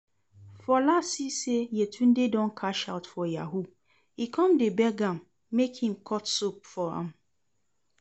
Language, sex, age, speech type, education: Nigerian Pidgin, female, 30-45, read, secondary